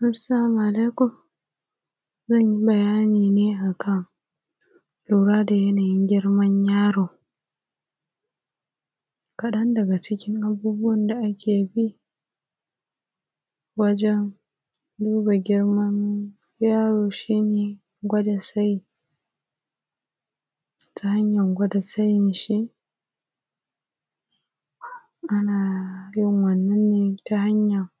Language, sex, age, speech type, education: Hausa, female, 15-29, spontaneous, primary